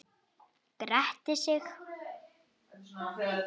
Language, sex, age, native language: Icelandic, female, 8, Icelandic